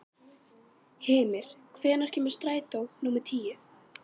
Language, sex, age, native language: Icelandic, female, 12, Icelandic